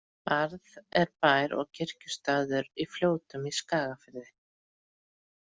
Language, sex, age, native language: Icelandic, female, 40-49, Icelandic